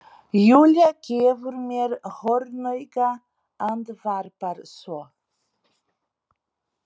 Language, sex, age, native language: Icelandic, female, 40-49, Portuguese